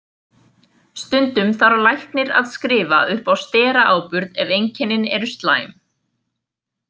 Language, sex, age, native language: Icelandic, female, 20-29, Icelandic